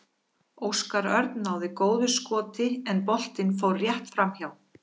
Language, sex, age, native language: Icelandic, female, 50-59, Icelandic